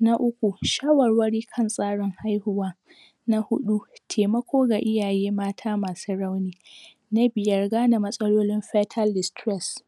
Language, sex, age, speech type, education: Hausa, female, 46-60, spontaneous, secondary